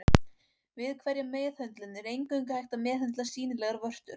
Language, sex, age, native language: Icelandic, female, 18-19, Icelandic